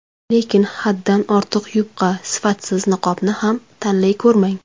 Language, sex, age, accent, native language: Uzbek, female, 19-29, Samarqand, Uzbek